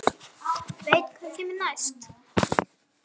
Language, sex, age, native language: Icelandic, female, 9, Icelandic